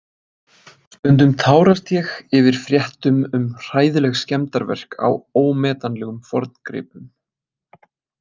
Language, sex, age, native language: Icelandic, male, 20-29, Icelandic